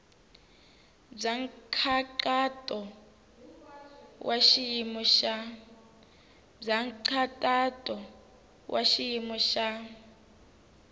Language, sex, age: Tsonga, female, 19